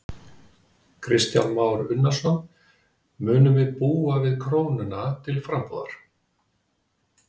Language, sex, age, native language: Icelandic, male, 50-59, Icelandic